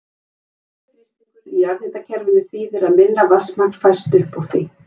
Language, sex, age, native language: Icelandic, female, 50-59, Icelandic